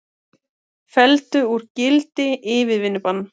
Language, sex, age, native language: Icelandic, female, 30-39, Icelandic